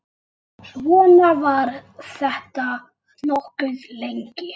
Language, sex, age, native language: Icelandic, male, 8, Icelandic